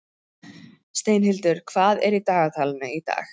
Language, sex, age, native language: Icelandic, female, 30-39, Icelandic